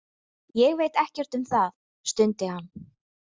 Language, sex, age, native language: Icelandic, female, 20-29, Icelandic